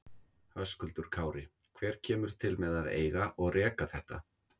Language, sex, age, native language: Icelandic, male, 50-59, Icelandic